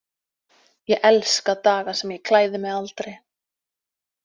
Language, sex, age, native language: Icelandic, female, 30-39, Icelandic